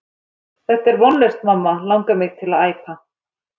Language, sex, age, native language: Icelandic, female, 13, Icelandic